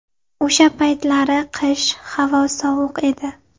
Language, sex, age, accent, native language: Uzbek, female, 18-24, Navoiy, Uzbek